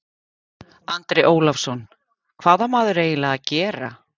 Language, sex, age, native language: Icelandic, female, 50-59, Icelandic